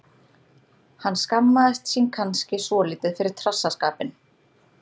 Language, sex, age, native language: Icelandic, female, 30-39, Icelandic